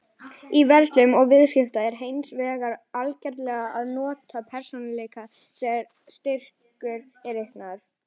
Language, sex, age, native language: Icelandic, female, 18-19, Icelandic